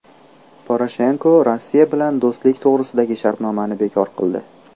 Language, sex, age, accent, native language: Uzbek, male, 18-24, Namangan, Uzbek